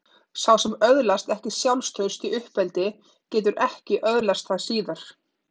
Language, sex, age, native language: Icelandic, female, 30-39, Icelandic